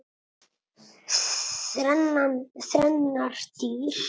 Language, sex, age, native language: Icelandic, male, 8, Italian